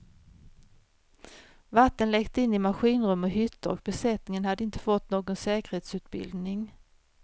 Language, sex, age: Swedish, female, 53